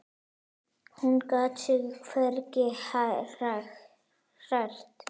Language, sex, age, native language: Icelandic, female, 9, Icelandic